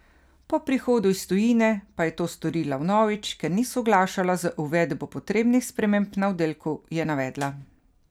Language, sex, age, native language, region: Slovenian, female, 50-59, Slovenian, Carinthia region